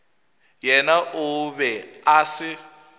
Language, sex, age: Northern Sotho, male, 21